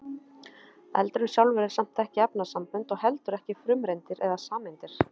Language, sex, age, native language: Icelandic, female, 30-39, Icelandic